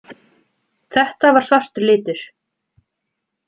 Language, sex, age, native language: Icelandic, female, 20-29, Icelandic